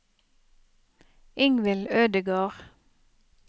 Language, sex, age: Norwegian, female, 30